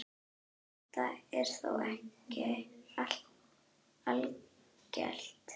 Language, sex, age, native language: Icelandic, female, 9, Icelandic